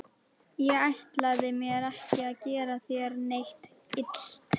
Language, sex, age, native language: Icelandic, female, 11, Icelandic